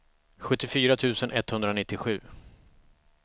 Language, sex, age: Swedish, male, 45